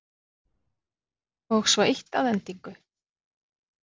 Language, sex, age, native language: Icelandic, female, 40-49, Icelandic